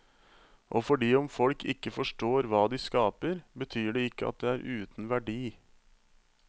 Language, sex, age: Norwegian, male, 35